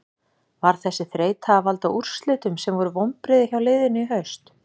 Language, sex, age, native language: Icelandic, female, 40-49, Icelandic